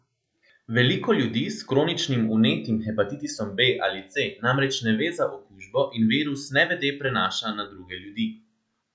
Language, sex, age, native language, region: Slovenian, male, 18-29, Slovenian, Central Slovenia